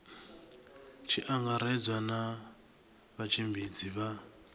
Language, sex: Venda, male